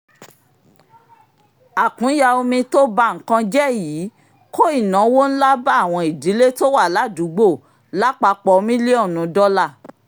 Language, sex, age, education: Yoruba, female, 46-60, tertiary